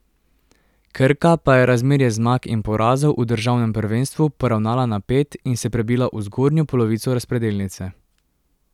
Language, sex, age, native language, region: Slovenian, male, 18-29, Slovenian, Drava region